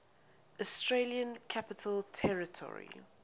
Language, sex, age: English, female, 19